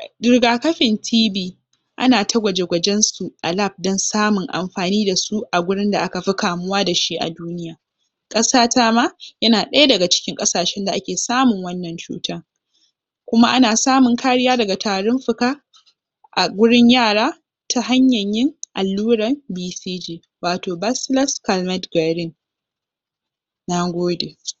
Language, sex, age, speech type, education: Hausa, female, 15-29, spontaneous, tertiary